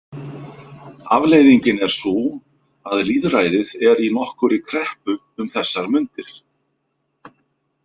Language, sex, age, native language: Icelandic, male, 50-59, Icelandic